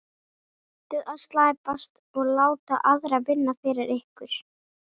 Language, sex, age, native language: Icelandic, female, 11, Icelandic